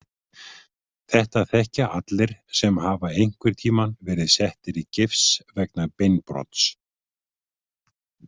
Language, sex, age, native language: Icelandic, male, 50-59, Icelandic